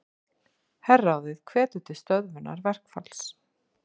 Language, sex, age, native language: Icelandic, female, 50-59, Icelandic